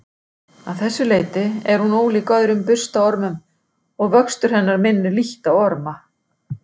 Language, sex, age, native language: Icelandic, female, 60-69, Icelandic